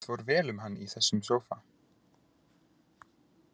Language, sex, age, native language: Icelandic, male, 20-29, Icelandic